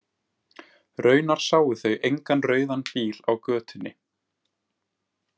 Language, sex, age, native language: Icelandic, male, 20-29, Icelandic